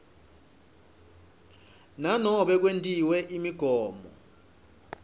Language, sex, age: Swati, male, 26